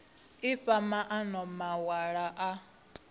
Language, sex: Venda, female